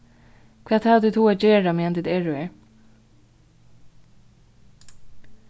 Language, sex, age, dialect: Faroese, female, 36-60, Vágar